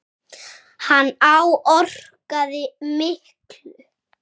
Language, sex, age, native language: Icelandic, male, 6, Icelandic